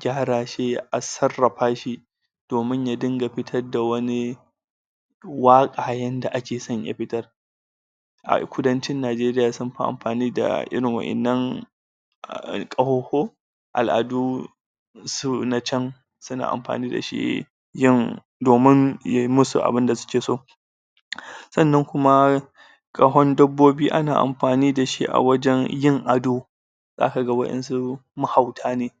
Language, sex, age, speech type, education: Hausa, male, 30-45, spontaneous, tertiary